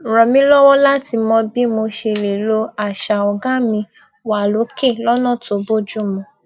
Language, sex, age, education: Yoruba, female, 15-29, tertiary